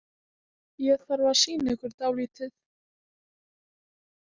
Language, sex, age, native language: Icelandic, female, 18-19, Icelandic